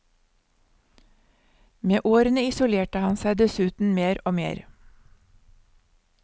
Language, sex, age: Norwegian, female, 59